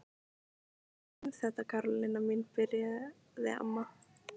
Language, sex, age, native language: Icelandic, female, 15, Icelandic